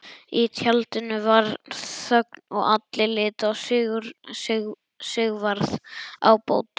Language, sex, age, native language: Icelandic, male, 11, Icelandic